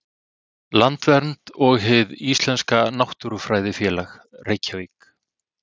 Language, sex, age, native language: Icelandic, male, 30-39, Icelandic